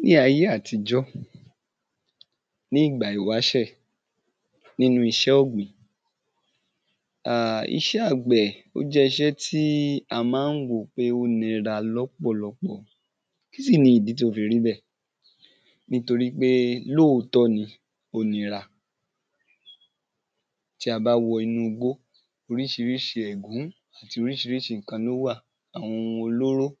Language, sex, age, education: Yoruba, male, 15-29, tertiary